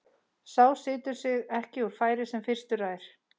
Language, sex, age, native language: Icelandic, female, 30-39, Icelandic